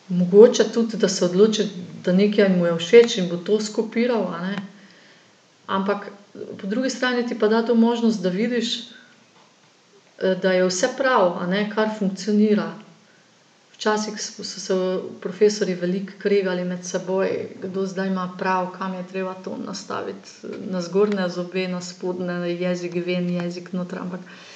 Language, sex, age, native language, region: Slovenian, female, 50-59, Slovenian, Gorenjska region